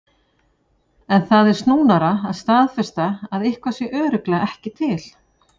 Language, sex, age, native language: Icelandic, female, 40-49, Icelandic